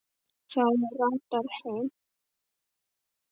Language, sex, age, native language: Icelandic, male, 10, Icelandic